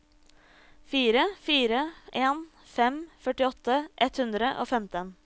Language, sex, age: Norwegian, female, 26